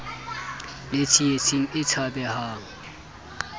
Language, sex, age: Southern Sotho, male, 24